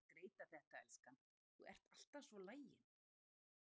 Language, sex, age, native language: Icelandic, female, 60-69, Icelandic